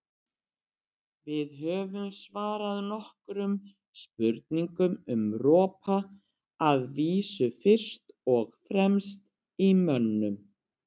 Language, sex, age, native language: Icelandic, female, 60-69, Icelandic